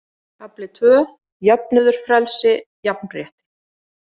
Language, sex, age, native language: Icelandic, female, 40-49, Icelandic